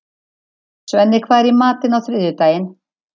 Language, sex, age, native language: Icelandic, female, 50-59, Icelandic